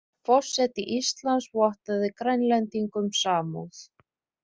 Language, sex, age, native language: Icelandic, female, 30-39, Icelandic